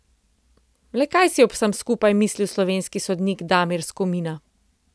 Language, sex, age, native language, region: Slovenian, female, 30-49, Slovenian, Central Slovenia